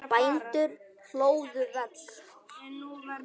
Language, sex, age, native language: Icelandic, male, 9, Icelandic